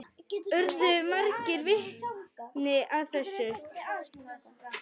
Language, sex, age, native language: Icelandic, female, 10, Icelandic